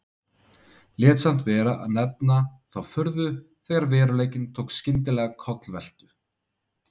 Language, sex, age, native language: Icelandic, male, 30-39, Icelandic